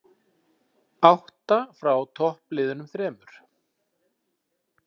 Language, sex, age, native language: Icelandic, male, 40-49, Icelandic